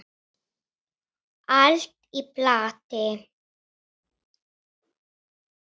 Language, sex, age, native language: Icelandic, female, 10, Icelandic